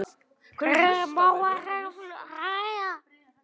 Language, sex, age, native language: Icelandic, female, 10, Icelandic